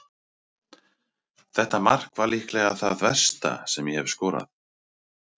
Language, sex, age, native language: Icelandic, male, 30-39, Icelandic